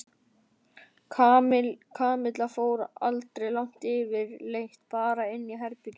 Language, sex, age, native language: Icelandic, male, 11, Icelandic